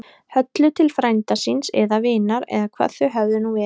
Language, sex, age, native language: Icelandic, female, 30-39, Icelandic